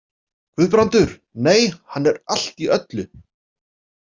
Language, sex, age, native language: Icelandic, male, 40-49, Icelandic